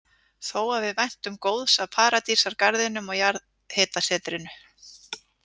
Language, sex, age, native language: Icelandic, female, 40-49, Icelandic